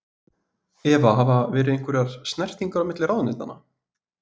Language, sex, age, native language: Icelandic, male, 20-29, Icelandic